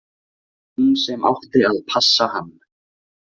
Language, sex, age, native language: Icelandic, male, 20-29, Icelandic